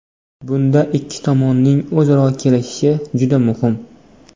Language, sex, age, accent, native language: Uzbek, male, 18-24, Namangan, Uzbek